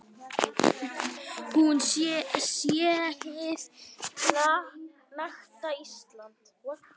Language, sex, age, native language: Icelandic, female, 9, Icelandic